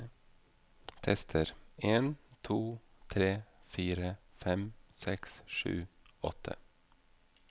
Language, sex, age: Norwegian, male, 32